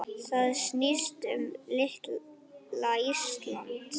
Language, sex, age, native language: Icelandic, male, 8, Icelandic